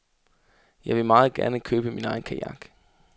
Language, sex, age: Danish, male, 33